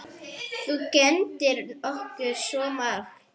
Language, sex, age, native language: Icelandic, female, 10, Arabic